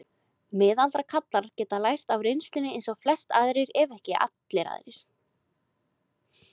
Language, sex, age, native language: Icelandic, female, 20-29, Icelandic